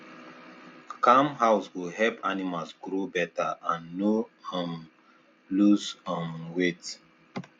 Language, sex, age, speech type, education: Nigerian Pidgin, male, 15-29, spontaneous, tertiary